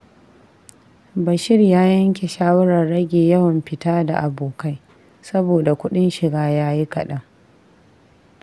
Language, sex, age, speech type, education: Hausa, female, 15-29, read, tertiary